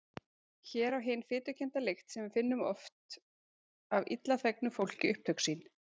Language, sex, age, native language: Icelandic, female, 40-49, Icelandic